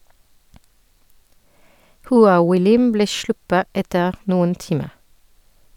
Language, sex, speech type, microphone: Norwegian, female, read, Sennheiser